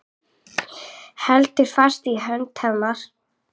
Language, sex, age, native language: Icelandic, female, 8, Icelandic